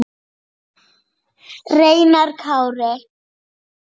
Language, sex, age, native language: Icelandic, female, 8, Icelandic